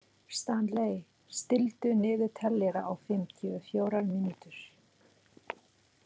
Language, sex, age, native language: Icelandic, female, 30-39, Filipino